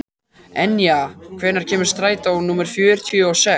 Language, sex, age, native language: Icelandic, male, 14, Icelandic